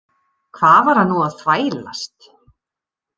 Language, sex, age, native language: Icelandic, female, 30-39, Icelandic